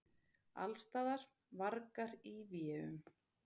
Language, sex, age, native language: Icelandic, female, 30-39, Icelandic